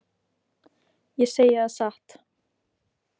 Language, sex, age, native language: Icelandic, female, 18-19, Icelandic